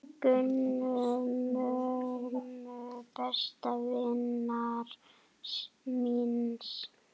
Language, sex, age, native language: Icelandic, female, 8, Icelandic